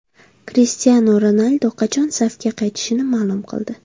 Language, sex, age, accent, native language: Uzbek, female, 25-34, Surxondaryo, Uzbek